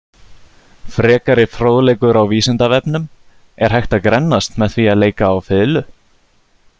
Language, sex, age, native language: Icelandic, male, 30-39, Icelandic